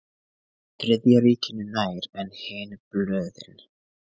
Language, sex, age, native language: Icelandic, male, 20-29, Icelandic